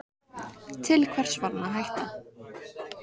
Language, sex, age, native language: Icelandic, female, 14, Icelandic